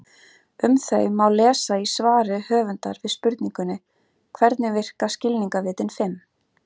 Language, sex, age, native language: Icelandic, female, 30-39, Icelandic